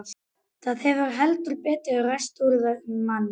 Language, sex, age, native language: Icelandic, male, 11, Icelandic